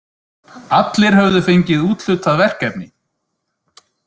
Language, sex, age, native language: Icelandic, male, 30-39, Icelandic